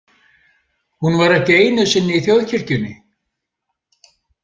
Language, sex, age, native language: Icelandic, male, 70-79, Icelandic